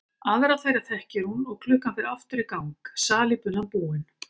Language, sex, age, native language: Icelandic, female, 50-59, Icelandic